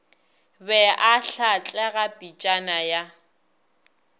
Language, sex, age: Northern Sotho, female, 22